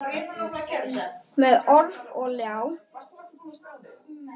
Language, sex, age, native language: Icelandic, male, 10, Icelandic